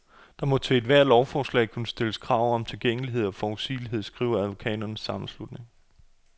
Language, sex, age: Danish, male, 28